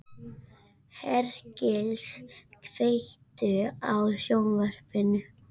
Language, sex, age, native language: Icelandic, other, 50-59, Spanish